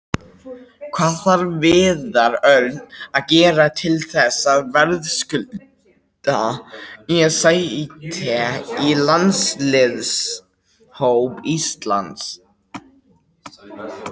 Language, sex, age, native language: Icelandic, male, 18-19, Icelandic